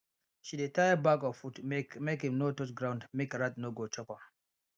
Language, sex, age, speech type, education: Nigerian Pidgin, male, 15-29, spontaneous, tertiary